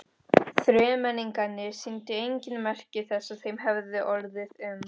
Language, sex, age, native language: Icelandic, female, 13, Spanish